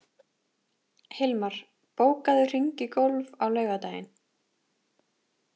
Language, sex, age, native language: Icelandic, female, 20-29, Icelandic